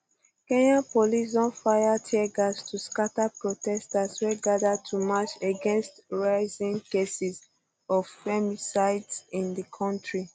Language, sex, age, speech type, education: Nigerian Pidgin, female, 15-29, spontaneous, tertiary